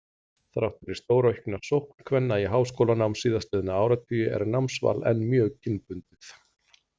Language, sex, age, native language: Icelandic, male, 40-49, Icelandic